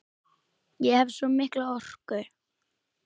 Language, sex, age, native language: Icelandic, female, 10, Icelandic